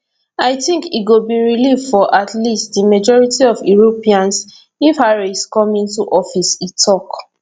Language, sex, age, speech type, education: Nigerian Pidgin, female, 15-29, spontaneous, tertiary